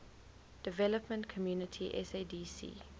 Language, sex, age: English, female, 19